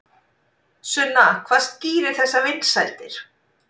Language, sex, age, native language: Icelandic, female, 40-49, Icelandic